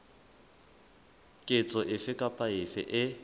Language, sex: Southern Sotho, male